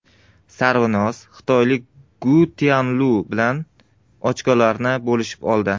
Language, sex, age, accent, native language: Uzbek, male, 25-34, Surxondaryo, Uzbek